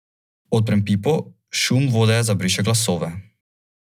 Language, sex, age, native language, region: Slovenian, male, 18-29, Slovenian, Drava region